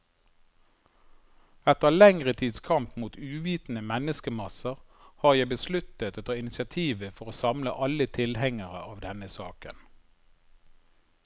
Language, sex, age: Norwegian, male, 51